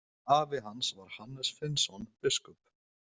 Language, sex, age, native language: Icelandic, male, 20-29, Icelandic